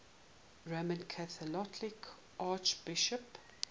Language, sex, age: English, female, 18